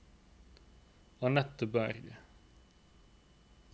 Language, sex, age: Norwegian, male, 29